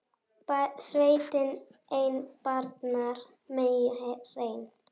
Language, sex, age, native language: Icelandic, female, 10, Icelandic